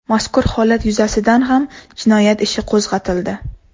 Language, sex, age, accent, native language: Uzbek, female, 18-24, Toshkent shahri, Uzbek